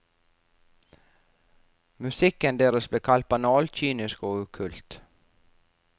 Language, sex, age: Norwegian, female, 44